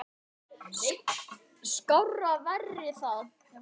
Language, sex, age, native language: Icelandic, male, 10, Icelandic